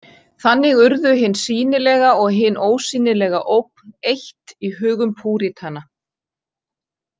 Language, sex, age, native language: Icelandic, female, 40-49, Icelandic